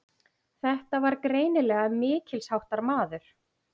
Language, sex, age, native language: Icelandic, female, 40-49, Icelandic